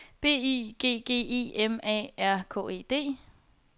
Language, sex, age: Danish, female, 21